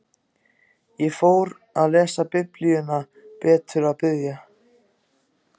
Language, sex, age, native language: Icelandic, other, 14, Icelandic